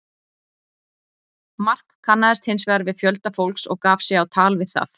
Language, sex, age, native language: Icelandic, female, 30-39, Icelandic